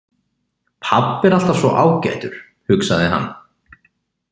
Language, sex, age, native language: Icelandic, male, 20-29, Icelandic